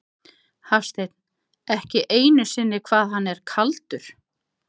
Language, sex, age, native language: Icelandic, other, 50-59, Icelandic